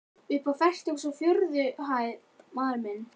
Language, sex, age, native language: Icelandic, male, 12, Icelandic